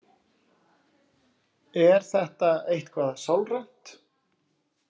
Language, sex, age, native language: Icelandic, male, 40-49, Icelandic